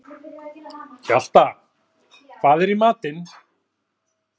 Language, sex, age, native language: Icelandic, male, 40-49, Icelandic